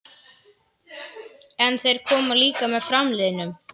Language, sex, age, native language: Icelandic, male, 11, Icelandic